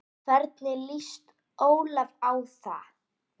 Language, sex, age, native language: Icelandic, female, 8, Icelandic